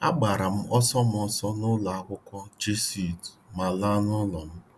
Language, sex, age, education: Igbo, male, 30-45, tertiary